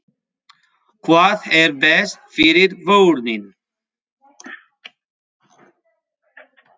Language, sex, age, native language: Icelandic, male, 5, Spanish